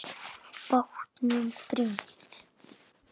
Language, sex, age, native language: Icelandic, male, 10, Icelandic